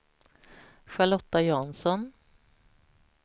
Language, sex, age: Swedish, female, 46